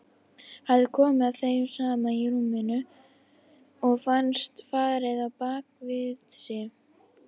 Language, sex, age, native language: Icelandic, female, 50-59, Icelandic